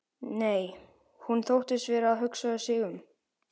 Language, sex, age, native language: Icelandic, male, 12, Icelandic